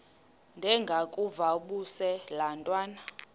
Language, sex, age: Xhosa, female, 31